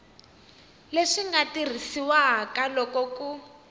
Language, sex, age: Tsonga, female, 19